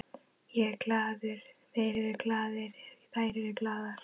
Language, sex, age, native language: Icelandic, female, 11, Icelandic